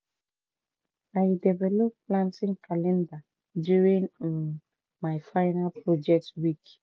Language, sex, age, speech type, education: Nigerian Pidgin, female, 30-45, spontaneous, tertiary